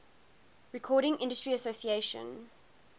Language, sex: English, female